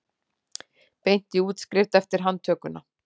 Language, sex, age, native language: Icelandic, female, 40-49, Icelandic